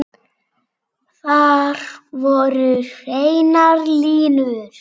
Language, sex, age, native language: Icelandic, female, 7, Icelandic